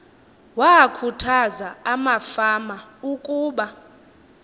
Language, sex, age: Xhosa, female, 22